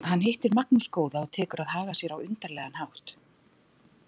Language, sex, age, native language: Icelandic, female, 40-49, Icelandic